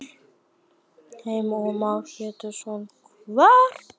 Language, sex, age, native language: Icelandic, female, 11, Icelandic